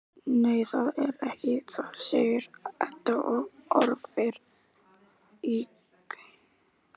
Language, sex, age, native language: Icelandic, male, 18-19, Icelandic